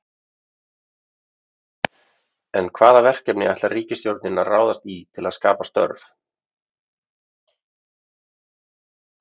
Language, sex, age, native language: Icelandic, male, 30-39, Icelandic